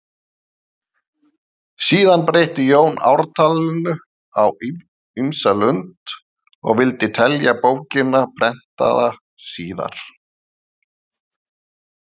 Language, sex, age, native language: Icelandic, male, 50-59, Icelandic